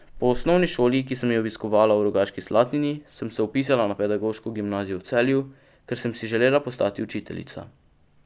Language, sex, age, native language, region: Slovenian, male, 12-17, Slovenian, Pomurje region